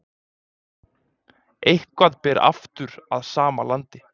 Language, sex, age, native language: Icelandic, male, 20-29, Icelandic